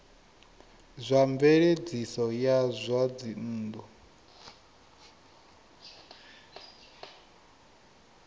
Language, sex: Venda, male